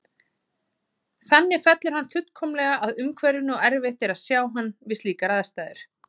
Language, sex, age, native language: Icelandic, female, 30-39, Icelandic